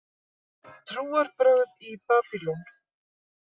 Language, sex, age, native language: Icelandic, female, 50-59, Icelandic